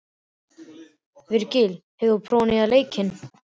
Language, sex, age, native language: Icelandic, male, 12, Icelandic